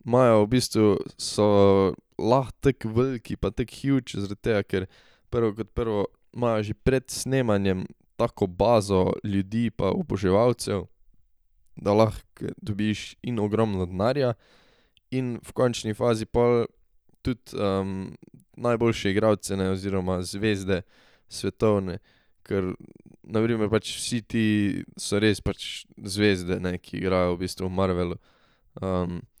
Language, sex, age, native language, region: Slovenian, male, 18-29, Slovenian, Drava region